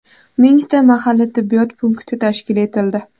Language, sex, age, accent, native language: Uzbek, female, under 19, Toshkent shahri, Uzbek